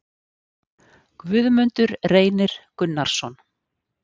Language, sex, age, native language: Icelandic, female, 50-59, Icelandic